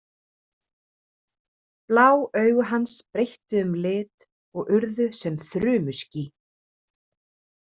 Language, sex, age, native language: Icelandic, female, 30-39, Icelandic